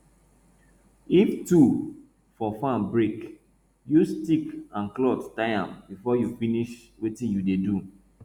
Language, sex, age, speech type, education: Nigerian Pidgin, male, 30-45, spontaneous, tertiary